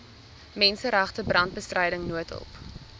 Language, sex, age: Afrikaans, female, 19